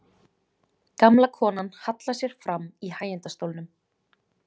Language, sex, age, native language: Icelandic, female, 20-29, Icelandic